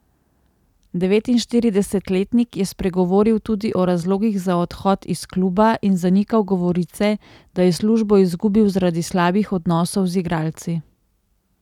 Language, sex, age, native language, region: Slovenian, female, 30-49, Slovenian, Central Slovenia